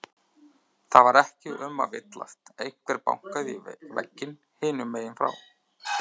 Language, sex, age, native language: Icelandic, male, 30-39, Icelandic